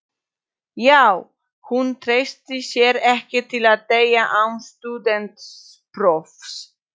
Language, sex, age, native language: Icelandic, female, 40-49, Polish